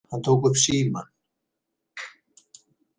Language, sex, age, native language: Icelandic, male, 70-79, Icelandic